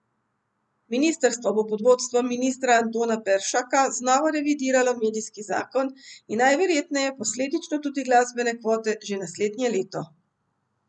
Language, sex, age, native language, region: Slovenian, female, 50-59, Slovenian, Central Slovenia